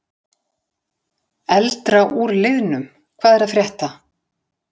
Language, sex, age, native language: Icelandic, female, 60-69, Icelandic